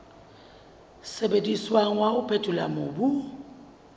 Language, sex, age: Southern Sotho, female, 35